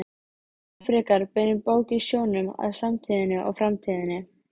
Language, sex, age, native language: Icelandic, female, 13, Icelandic